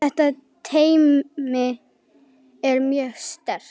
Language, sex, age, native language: Icelandic, male, 9, Icelandic